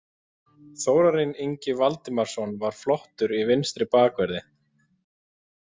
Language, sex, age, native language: Icelandic, male, 20-29, Icelandic